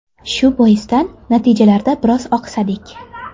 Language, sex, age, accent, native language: Uzbek, female, 18-24, Toshkent shahri, Uzbek